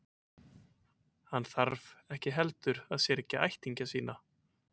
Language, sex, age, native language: Icelandic, male, 20-29, Icelandic